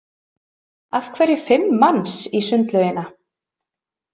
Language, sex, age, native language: Icelandic, female, 30-39, Icelandic